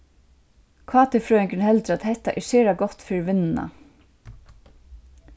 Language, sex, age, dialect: Faroese, female, 36-60, Suðurstreymoy